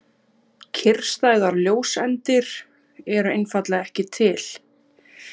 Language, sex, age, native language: Icelandic, female, 30-39, Icelandic